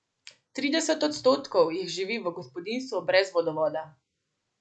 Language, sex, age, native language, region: Slovenian, female, 18-29, Slovenian, Central Slovenia